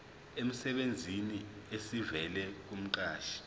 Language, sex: Zulu, male